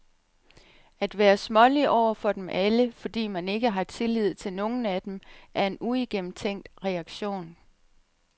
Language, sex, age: Danish, female, 37